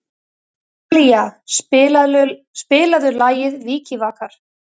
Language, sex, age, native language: Icelandic, female, 30-39, Icelandic